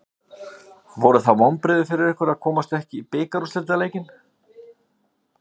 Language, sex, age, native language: Icelandic, male, 50-59, Icelandic